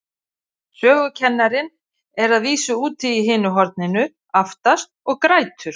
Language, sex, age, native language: Icelandic, female, 50-59, Icelandic